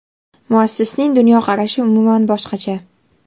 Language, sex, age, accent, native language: Uzbek, female, 19-29, Farg'ona, Uzbek